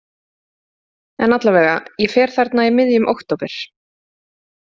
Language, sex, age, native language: Icelandic, female, 30-39, Icelandic